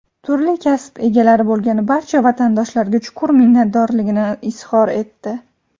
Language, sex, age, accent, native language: Uzbek, female, 18-24, Andijon, Uzbek